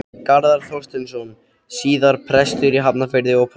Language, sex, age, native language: Icelandic, male, 13, Icelandic